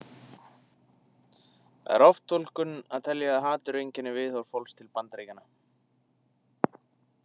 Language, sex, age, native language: Icelandic, male, 20-29, Icelandic